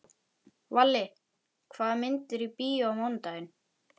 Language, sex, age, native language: Icelandic, male, 11, Icelandic